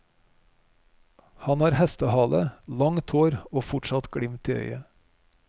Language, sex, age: Norwegian, male, 41